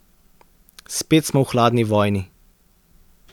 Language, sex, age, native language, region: Slovenian, male, 30-49, Slovenian, Central Slovenia